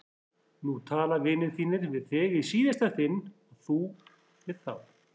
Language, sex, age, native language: Icelandic, female, 40-49, Icelandic